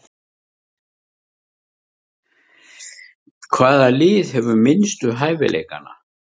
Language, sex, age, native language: Icelandic, male, 50-59, Icelandic